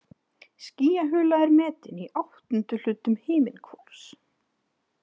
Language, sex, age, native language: Icelandic, female, 30-39, Icelandic